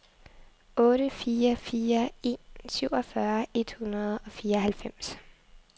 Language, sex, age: Danish, female, 23